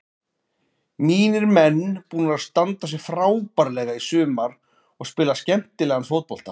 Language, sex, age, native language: Icelandic, male, 40-49, Icelandic